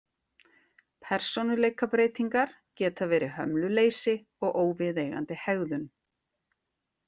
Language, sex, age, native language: Icelandic, female, 40-49, Icelandic